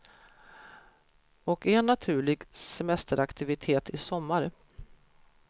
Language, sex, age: Swedish, female, 53